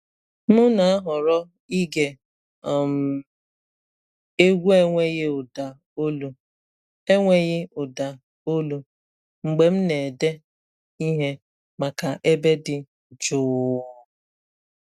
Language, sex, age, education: Igbo, female, 30-45, tertiary